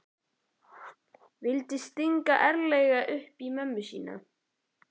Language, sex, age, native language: Icelandic, male, 11, Icelandic